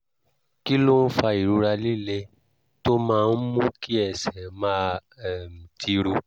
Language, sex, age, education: Yoruba, male, 30-45, tertiary